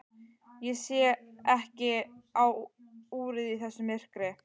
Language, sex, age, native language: Icelandic, female, 12, Icelandic